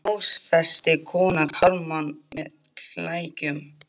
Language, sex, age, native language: Icelandic, male, 12, Icelandic